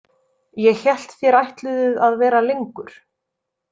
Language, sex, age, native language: Icelandic, female, 30-39, Icelandic